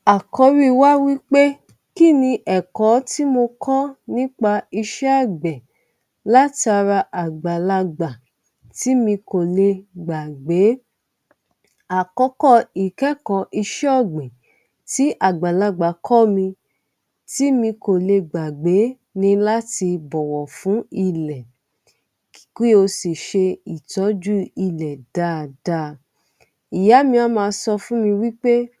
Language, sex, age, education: Yoruba, female, 30-45, tertiary